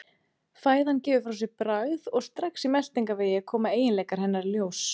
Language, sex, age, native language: Icelandic, female, 30-39, Icelandic